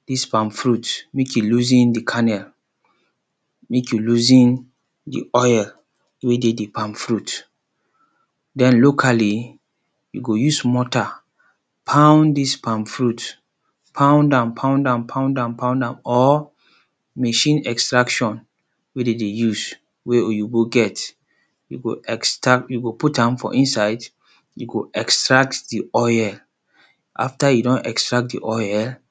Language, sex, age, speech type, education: Nigerian Pidgin, male, 30-45, spontaneous, secondary